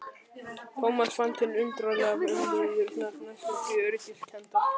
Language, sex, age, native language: Icelandic, male, 11, Icelandic